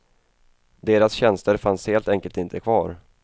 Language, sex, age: Swedish, male, 28